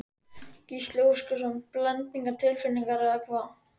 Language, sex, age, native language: Icelandic, male, 13, Icelandic